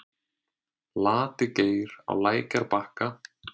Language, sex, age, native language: Icelandic, male, 30-39, Icelandic